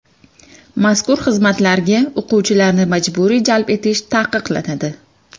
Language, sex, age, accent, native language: Uzbek, female, 25-34, Namangan, Uzbek